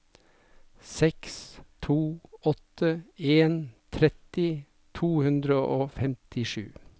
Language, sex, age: Norwegian, male, 57